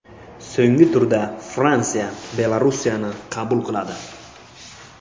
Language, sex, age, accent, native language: Uzbek, male, 18-24, Buxoro, Uzbek